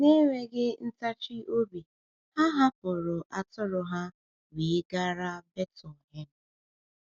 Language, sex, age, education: Igbo, female, 15-29, tertiary